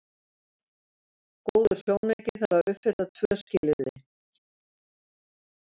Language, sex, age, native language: Icelandic, female, 70-79, Icelandic